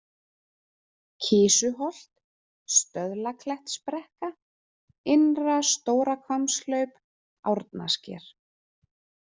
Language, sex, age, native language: Icelandic, female, 30-39, Icelandic